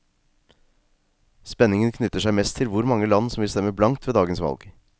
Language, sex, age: Norwegian, male, 36